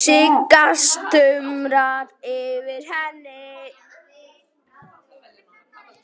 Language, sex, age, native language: Icelandic, male, 10, Icelandic